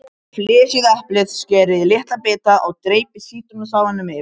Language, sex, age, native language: Icelandic, male, 13, Icelandic